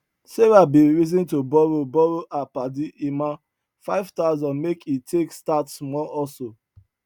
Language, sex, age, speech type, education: Nigerian Pidgin, male, 30-45, spontaneous, tertiary